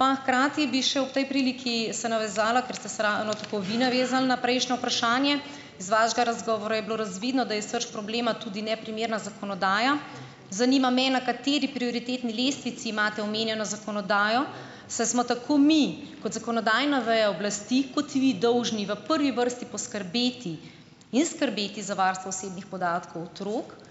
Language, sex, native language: Slovenian, female, Slovenian